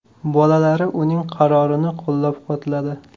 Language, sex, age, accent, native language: Uzbek, male, 18-24, Qashqadaryo, Uzbek